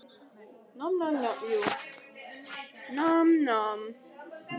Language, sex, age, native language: Icelandic, other, 18-19, Icelandic